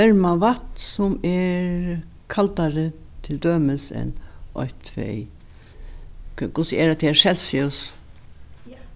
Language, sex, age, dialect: Faroese, female, 61+, Norðurstreymoy/Eysturoy